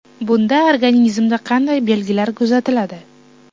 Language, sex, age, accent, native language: Uzbek, female, 18-24, Toshkent shahri, Uzbek